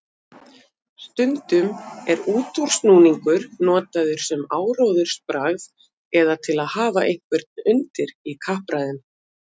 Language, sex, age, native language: Icelandic, female, 50-59, Icelandic